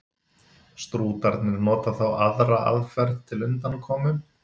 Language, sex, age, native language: Icelandic, male, 30-39, Icelandic